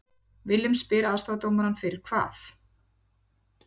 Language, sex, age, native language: Icelandic, female, 40-49, Icelandic